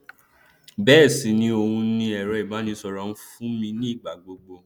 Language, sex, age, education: Yoruba, male, 15-29, tertiary